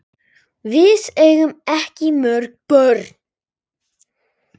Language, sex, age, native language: Icelandic, male, 8, Icelandic